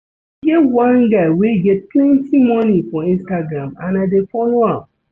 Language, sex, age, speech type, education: Nigerian Pidgin, male, 30-45, read, secondary